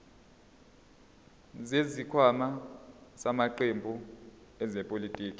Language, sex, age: Zulu, male, 22